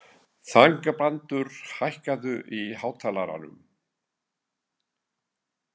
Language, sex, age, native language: Icelandic, male, 70-79, Icelandic